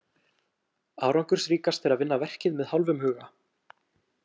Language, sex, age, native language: Icelandic, male, 18-19, Icelandic